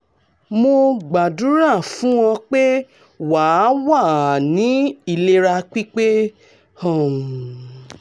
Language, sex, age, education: Yoruba, female, 30-45, tertiary